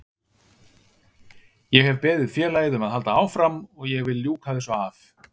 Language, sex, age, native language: Icelandic, male, 50-59, Icelandic